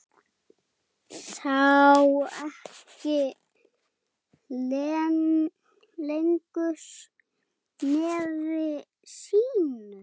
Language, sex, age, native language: Icelandic, male, 7, Icelandic